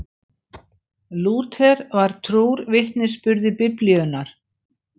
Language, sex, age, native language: Icelandic, female, 60-69, Icelandic